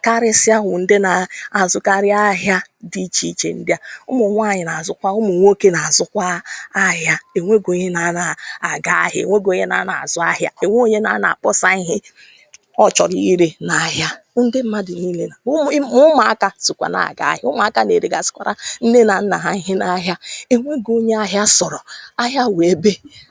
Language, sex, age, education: Igbo, female, 30-45, tertiary